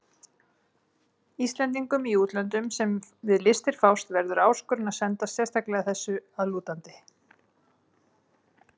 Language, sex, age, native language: Icelandic, female, 30-39, Icelandic